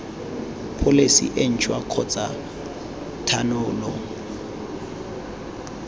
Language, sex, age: Tswana, male, 22